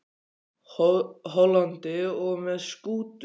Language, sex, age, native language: Icelandic, male, 14, Icelandic